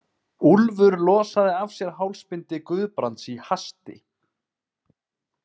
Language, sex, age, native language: Icelandic, male, 30-39, Icelandic